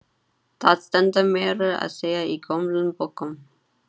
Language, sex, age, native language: Icelandic, female, 30-39, Chinese